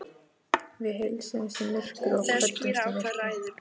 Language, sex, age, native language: Icelandic, female, 14, Icelandic